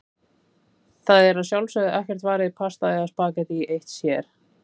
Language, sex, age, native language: Icelandic, female, 30-39, Icelandic